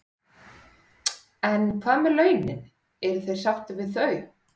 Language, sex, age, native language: Icelandic, female, 30-39, Icelandic